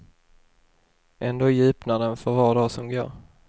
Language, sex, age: Swedish, male, 21